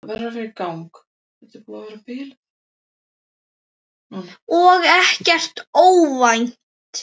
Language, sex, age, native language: Icelandic, male, 9, Icelandic